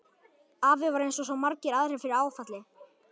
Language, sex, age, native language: Icelandic, male, 11, Icelandic